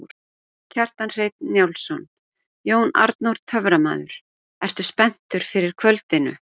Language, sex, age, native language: Icelandic, female, 40-49, Icelandic